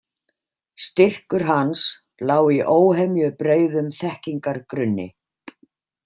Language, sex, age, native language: Icelandic, female, 50-59, Icelandic